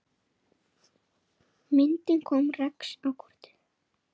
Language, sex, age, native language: Icelandic, male, 8, Icelandic